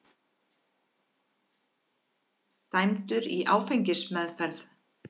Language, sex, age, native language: Icelandic, female, 50-59, Icelandic